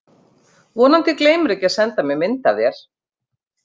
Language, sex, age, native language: Icelandic, female, 50-59, Icelandic